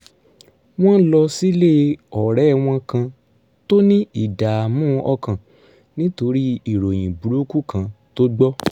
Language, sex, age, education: Yoruba, male, 30-45, tertiary